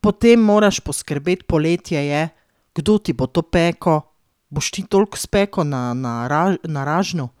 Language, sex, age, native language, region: Slovenian, female, 30-49, Slovenian, Drava region